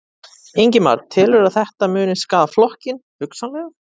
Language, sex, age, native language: Icelandic, male, 30-39, Icelandic